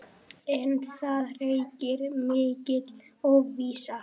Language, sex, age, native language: Icelandic, male, 8, Icelandic